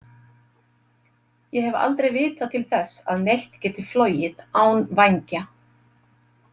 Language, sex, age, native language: Icelandic, female, 50-59, Icelandic